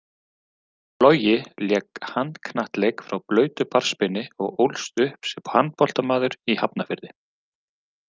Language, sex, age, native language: Icelandic, male, 40-49, Icelandic